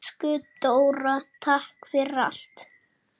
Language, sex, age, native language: Icelandic, male, 7, Icelandic